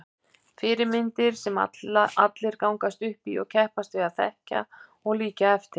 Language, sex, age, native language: Icelandic, female, 50-59, Icelandic